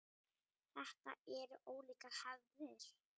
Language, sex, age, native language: Icelandic, female, 8, Icelandic